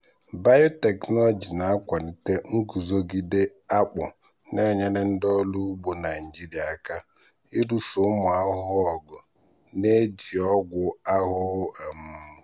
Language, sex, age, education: Igbo, male, 15-29, tertiary